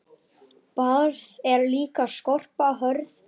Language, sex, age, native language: Icelandic, male, 8, Icelandic